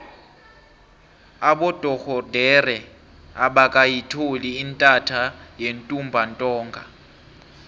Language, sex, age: South Ndebele, male, 23